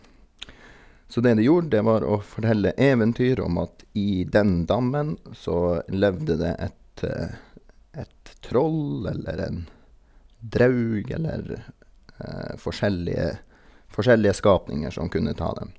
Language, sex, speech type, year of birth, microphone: Norwegian, male, spontaneous, 1983, Sennheiser